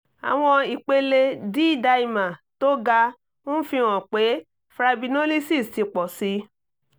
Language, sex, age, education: Yoruba, female, 30-45, tertiary